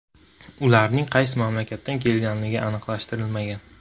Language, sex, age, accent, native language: Uzbek, male, 18-24, Jizzax, Uzbek